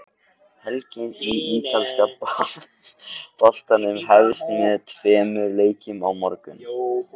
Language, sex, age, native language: Icelandic, male, 18-19, Icelandic